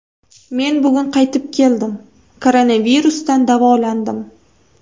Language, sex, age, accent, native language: Uzbek, female, 18-24, Toshkent viloyati, Uzbek